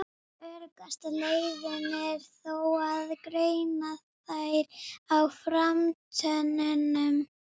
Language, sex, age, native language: Icelandic, female, 30-39, Icelandic